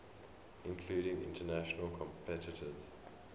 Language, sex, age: English, male, 23